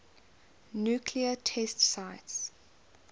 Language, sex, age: English, female, 21